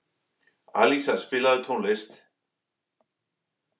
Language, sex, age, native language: Icelandic, male, 11, English